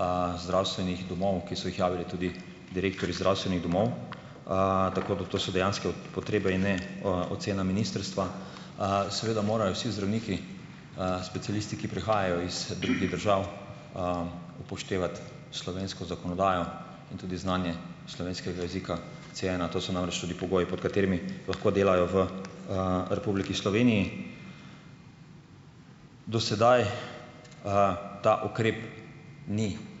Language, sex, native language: Slovenian, male, Slovenian